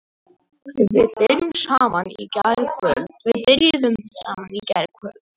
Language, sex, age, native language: Icelandic, male, 18-19, Icelandic